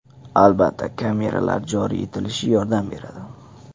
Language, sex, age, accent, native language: Uzbek, male, 18-24, Andijon, Uzbek